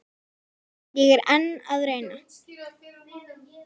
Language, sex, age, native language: Icelandic, female, 10, Icelandic